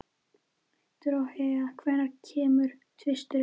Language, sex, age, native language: Icelandic, female, 13, Icelandic